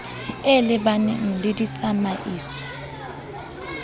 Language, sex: Southern Sotho, female